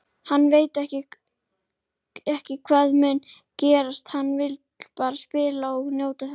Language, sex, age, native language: Icelandic, female, 30-39, Icelandic